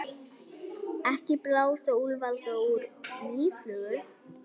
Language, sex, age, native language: Icelandic, female, 9, Icelandic